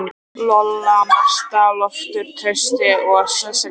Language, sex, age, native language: Icelandic, female, 13, Icelandic